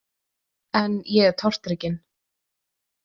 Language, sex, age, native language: Icelandic, female, 20-29, Icelandic